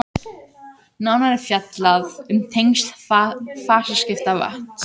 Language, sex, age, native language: Icelandic, other, 18-19, Icelandic